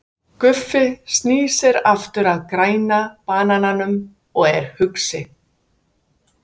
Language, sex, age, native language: Icelandic, female, 50-59, Icelandic